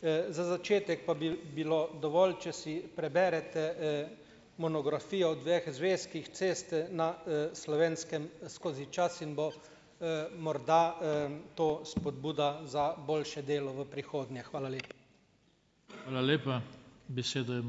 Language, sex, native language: Slovenian, male, Slovenian